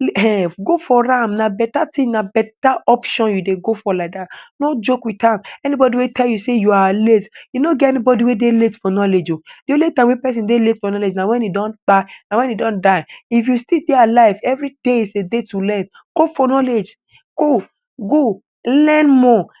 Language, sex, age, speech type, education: Nigerian Pidgin, male, 15-29, spontaneous, tertiary